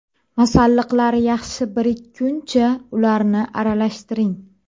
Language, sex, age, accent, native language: Uzbek, female, 25-34, Toshkent viloyati, Uzbek